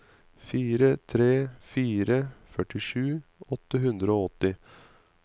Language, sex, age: Norwegian, male, 35